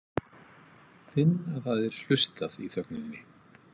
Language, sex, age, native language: Icelandic, male, 50-59, Icelandic